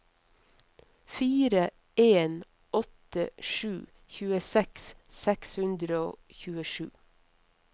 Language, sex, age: Norwegian, female, 50